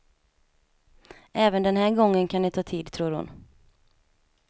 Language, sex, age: Swedish, female, 27